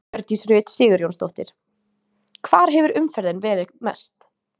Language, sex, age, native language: Icelandic, female, 18-19, Icelandic